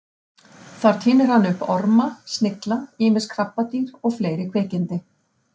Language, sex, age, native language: Icelandic, female, 50-59, Icelandic